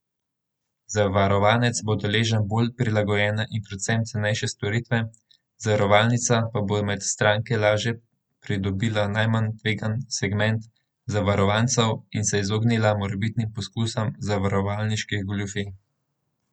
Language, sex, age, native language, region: Slovenian, male, 18-29, Slovenian, Central Slovenia